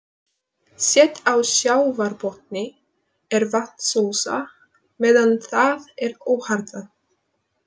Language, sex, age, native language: Icelandic, female, 20-29, Polish